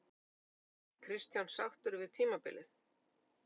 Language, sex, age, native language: Icelandic, female, 50-59, Icelandic